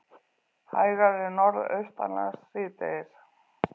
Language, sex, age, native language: Icelandic, female, 40-49, Icelandic